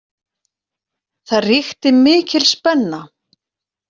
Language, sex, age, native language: Icelandic, female, 40-49, Icelandic